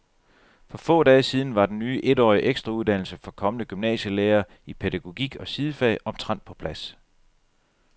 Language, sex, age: Danish, male, 37